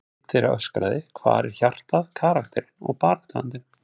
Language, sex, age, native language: Icelandic, male, 30-39, Icelandic